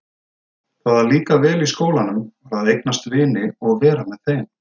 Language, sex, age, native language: Icelandic, male, 30-39, Icelandic